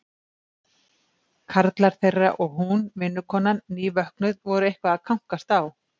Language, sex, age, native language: Icelandic, female, 50-59, Icelandic